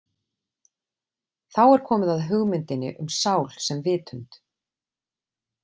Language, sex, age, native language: Icelandic, female, 40-49, Icelandic